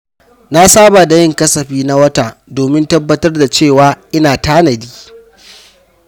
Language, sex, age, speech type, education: Hausa, male, 15-29, read, primary